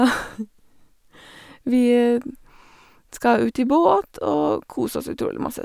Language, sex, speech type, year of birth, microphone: Norwegian, female, spontaneous, 1985, Sennheiser